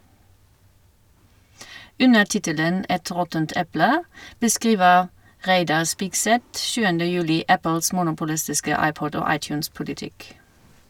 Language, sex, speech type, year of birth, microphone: Norwegian, female, read, 1971, Shure